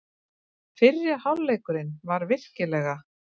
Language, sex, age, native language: Icelandic, female, 30-39, Icelandic